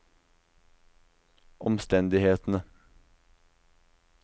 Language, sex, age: Norwegian, male, 19